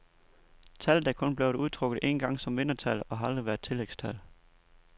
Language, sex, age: Danish, male, 29